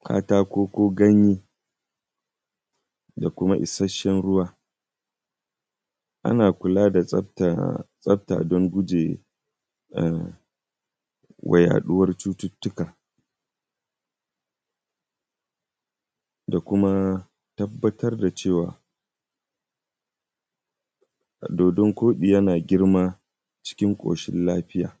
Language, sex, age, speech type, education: Hausa, male, 15-29, spontaneous, primary